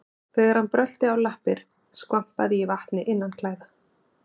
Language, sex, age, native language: Icelandic, female, 50-59, Icelandic